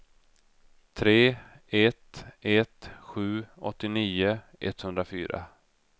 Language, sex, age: Swedish, male, 32